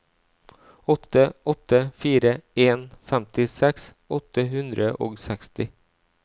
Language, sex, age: Norwegian, male, 37